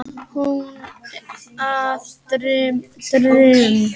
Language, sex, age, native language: Icelandic, male, 8, Icelandic